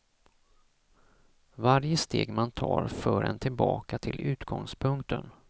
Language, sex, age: Swedish, male, 34